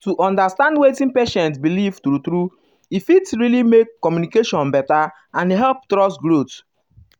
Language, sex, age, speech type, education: Nigerian Pidgin, male, 15-29, spontaneous, tertiary